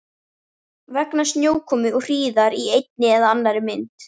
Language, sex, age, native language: Icelandic, female, 13, Icelandic